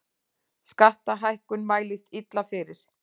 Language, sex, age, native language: Icelandic, female, 40-49, Icelandic